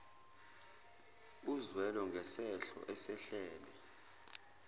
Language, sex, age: Zulu, male, 24